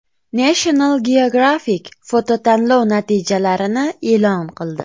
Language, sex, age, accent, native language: Uzbek, female, 25-34, Farg'ona, Uzbek